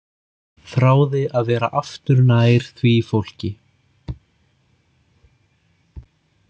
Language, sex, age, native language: Icelandic, male, 30-39, Icelandic